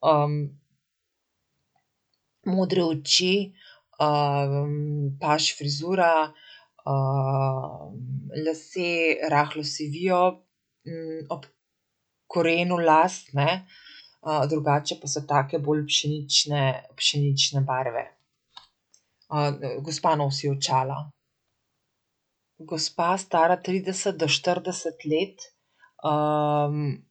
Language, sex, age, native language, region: Slovenian, female, 50-59, Slovenian, Central Slovenia